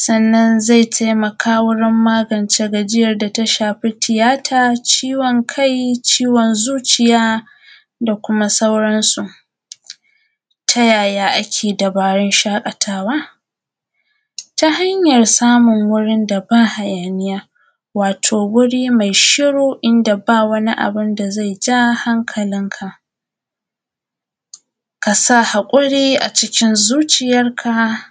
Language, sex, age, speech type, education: Hausa, female, 15-29, spontaneous, primary